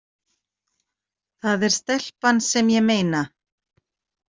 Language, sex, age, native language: Icelandic, female, 40-49, Icelandic